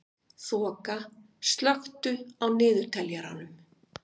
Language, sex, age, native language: Icelandic, female, 50-59, Icelandic